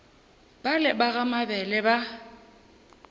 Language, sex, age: Northern Sotho, female, 21